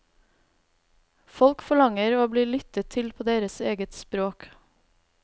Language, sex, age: Norwegian, female, 32